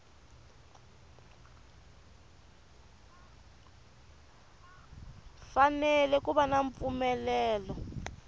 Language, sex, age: Tsonga, female, 24